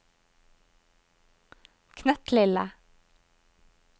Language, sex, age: Norwegian, female, 21